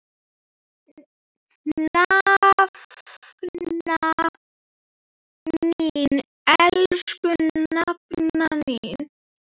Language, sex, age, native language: Icelandic, female, 9, Icelandic